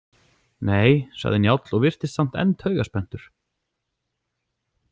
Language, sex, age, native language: Icelandic, male, 40-49, Icelandic